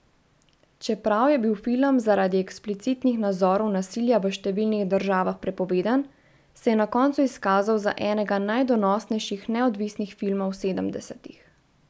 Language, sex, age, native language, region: Slovenian, female, 18-29, Slovenian, Central Slovenia